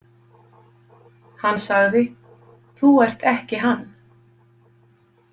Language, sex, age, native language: Icelandic, female, 50-59, Icelandic